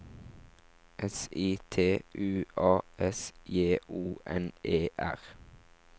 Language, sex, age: Norwegian, male, 17